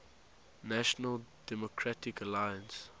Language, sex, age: English, male, 19